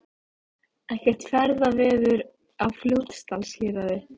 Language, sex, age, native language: Icelandic, female, 18-19, Icelandic